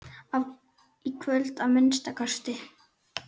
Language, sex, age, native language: Icelandic, male, 9, Icelandic